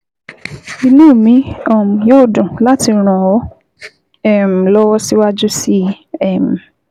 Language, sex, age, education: Yoruba, female, 15-29, tertiary